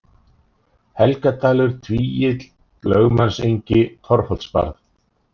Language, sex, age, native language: Icelandic, male, 30-39, Icelandic